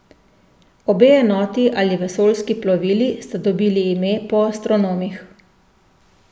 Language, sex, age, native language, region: Slovenian, female, 30-49, Slovenian, Central Slovenia